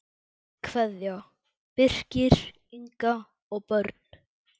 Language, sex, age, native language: Icelandic, male, 10, Icelandic